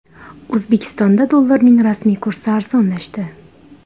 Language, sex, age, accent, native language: Uzbek, female, 18-24, Toshkent viloyati, Uzbek